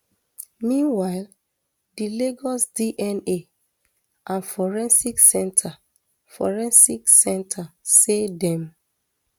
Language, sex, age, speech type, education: Nigerian Pidgin, female, 30-45, spontaneous, tertiary